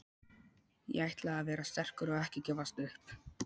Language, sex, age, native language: Icelandic, male, 12, Polish